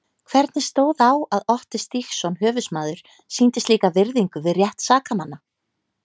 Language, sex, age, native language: Icelandic, female, 30-39, Icelandic